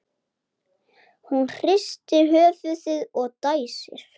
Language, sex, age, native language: Icelandic, male, 8, Icelandic